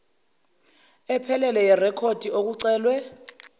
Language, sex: Zulu, female